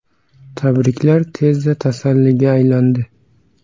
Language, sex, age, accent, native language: Uzbek, male, 18-24, Samarqand, Uzbek